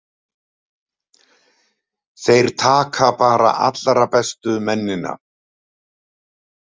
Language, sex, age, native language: Icelandic, male, 70-79, Icelandic